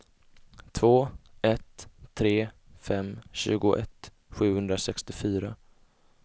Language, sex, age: Swedish, male, 20